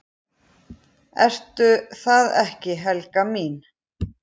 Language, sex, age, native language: Icelandic, male, 10, Icelandic